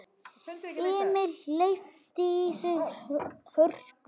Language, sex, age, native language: Icelandic, male, 7, Icelandic